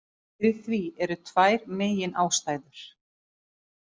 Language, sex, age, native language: Icelandic, female, 50-59, Icelandic